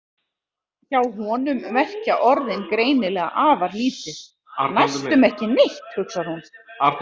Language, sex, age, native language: Icelandic, female, 40-49, Icelandic